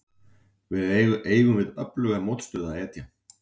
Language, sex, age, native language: Icelandic, male, 40-49, Icelandic